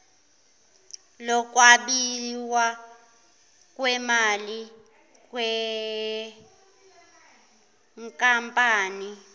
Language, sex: Zulu, female